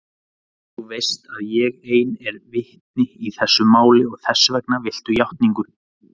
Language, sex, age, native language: Icelandic, male, 30-39, Icelandic